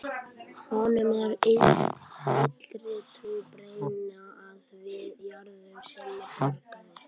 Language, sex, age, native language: Icelandic, male, 12, Icelandic